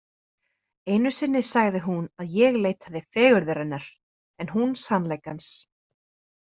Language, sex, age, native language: Icelandic, female, 30-39, Icelandic